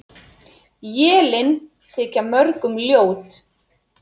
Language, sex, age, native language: Icelandic, female, 30-39, Icelandic